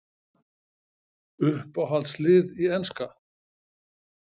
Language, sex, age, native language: Icelandic, male, 60-69, Icelandic